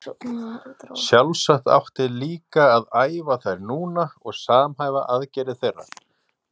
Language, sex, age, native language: Icelandic, male, 40-49, Icelandic